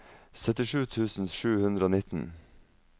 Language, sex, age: Norwegian, male, 42